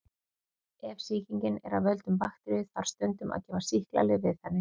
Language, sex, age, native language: Icelandic, female, 40-49, Icelandic